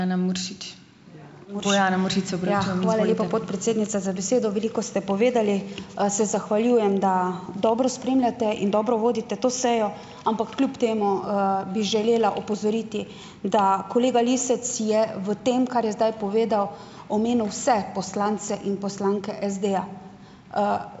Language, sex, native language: Slovenian, female, Slovenian